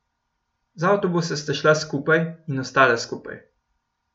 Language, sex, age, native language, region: Slovenian, male, 18-29, Slovenian, Gorenjska region